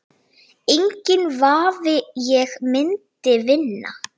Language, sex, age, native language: Icelandic, female, 9, Icelandic